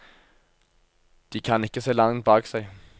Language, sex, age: Norwegian, male, 24